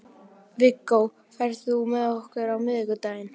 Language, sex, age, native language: Icelandic, male, 11, Icelandic